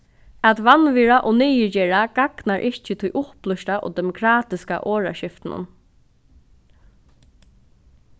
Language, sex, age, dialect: Faroese, female, 15-35, Norðuroyggjar